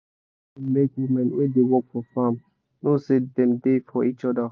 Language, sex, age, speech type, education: Nigerian Pidgin, male, 15-29, spontaneous, tertiary